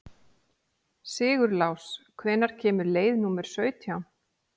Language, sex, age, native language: Icelandic, female, 40-49, Icelandic